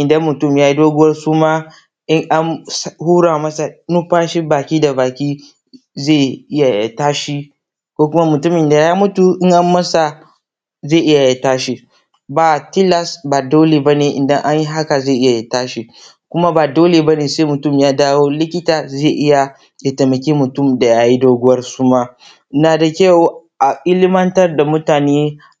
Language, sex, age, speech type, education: Hausa, male, 15-29, spontaneous, tertiary